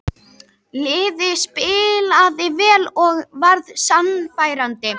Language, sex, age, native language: Icelandic, female, 18-19, Icelandic